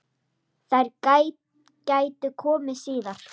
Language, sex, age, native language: Icelandic, female, 7, Icelandic